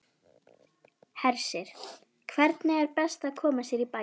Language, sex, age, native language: Icelandic, female, 11, Icelandic